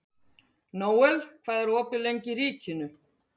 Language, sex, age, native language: Icelandic, female, 50-59, Icelandic